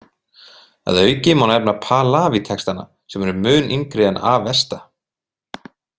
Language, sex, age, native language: Icelandic, male, 30-39, Icelandic